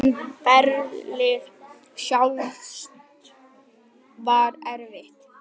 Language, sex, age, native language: Icelandic, male, 9, Icelandic